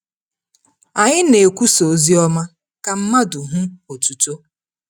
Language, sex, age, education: Igbo, female, 30-45, tertiary